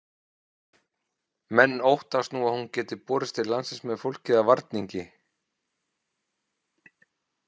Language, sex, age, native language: Icelandic, male, 40-49, Icelandic